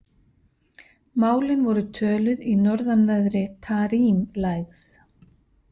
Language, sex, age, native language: Icelandic, female, 50-59, Icelandic